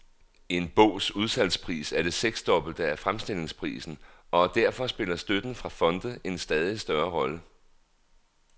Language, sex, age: Danish, male, 39